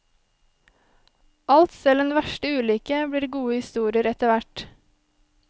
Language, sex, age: Norwegian, female, 23